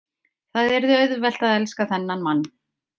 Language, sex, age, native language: Icelandic, female, 50-59, Icelandic